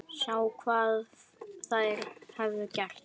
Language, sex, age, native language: Icelandic, female, 10, Icelandic